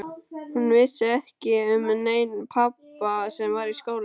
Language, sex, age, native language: Icelandic, male, 12, Icelandic